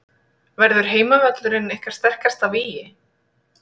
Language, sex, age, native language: Icelandic, female, 30-39, Icelandic